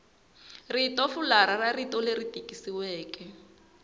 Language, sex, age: Tsonga, female, 20